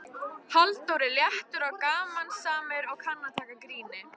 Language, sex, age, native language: Icelandic, female, 13, Icelandic